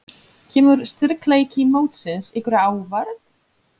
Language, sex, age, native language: Icelandic, female, 30-39, Polish